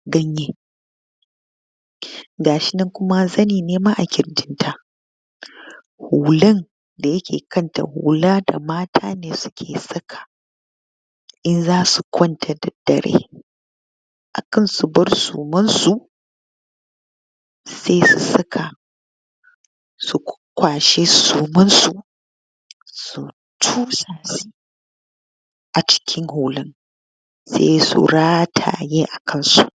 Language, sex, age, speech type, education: Hausa, female, 15-29, spontaneous, tertiary